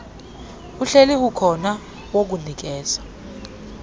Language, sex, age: Xhosa, female, 30